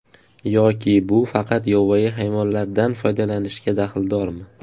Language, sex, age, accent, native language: Uzbek, male, 18-24, Farg'ona, Uzbek